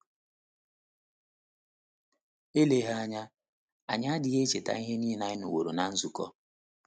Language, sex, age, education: Igbo, male, 30-45, tertiary